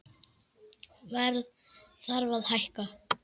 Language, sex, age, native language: Icelandic, male, 10, Icelandic